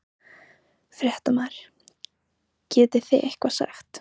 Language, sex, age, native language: Icelandic, female, 15, Icelandic